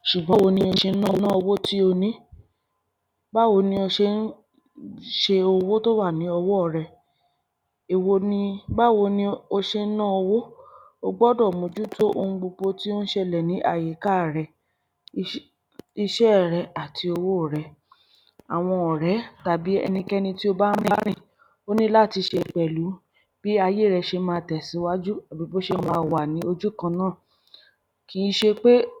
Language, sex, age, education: Yoruba, female, 30-45, primary